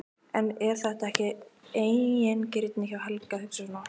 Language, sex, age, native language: Icelandic, female, 15, Icelandic